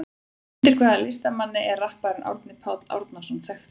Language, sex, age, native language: Icelandic, female, 30-39, Icelandic